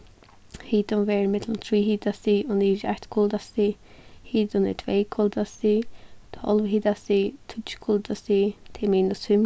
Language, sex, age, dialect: Faroese, female, 15-35, Suðuroy